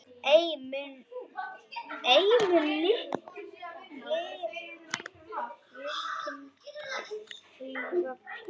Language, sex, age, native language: Icelandic, female, 10, Icelandic